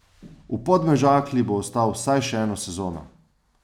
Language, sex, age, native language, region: Slovenian, male, 30-49, Slovenian, Savinja region